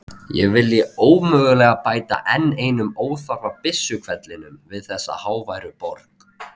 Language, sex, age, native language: Icelandic, male, 20-29, Icelandic